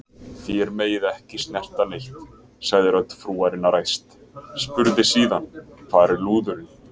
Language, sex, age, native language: Icelandic, male, 20-29, Icelandic